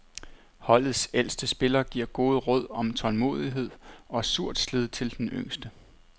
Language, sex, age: Danish, male, 29